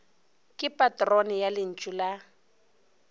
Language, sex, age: Northern Sotho, female, 24